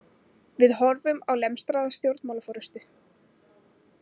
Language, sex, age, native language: Icelandic, female, 20-29, Icelandic